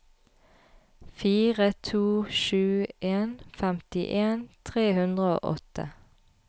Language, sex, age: Norwegian, female, 33